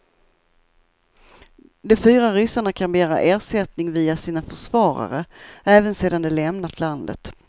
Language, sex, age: Swedish, female, 54